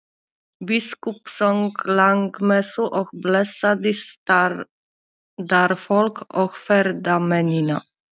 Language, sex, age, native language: Icelandic, female, 30-39, Polish